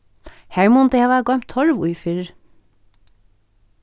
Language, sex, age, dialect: Faroese, female, 36-60, Norðurstreymoy/Eysturoy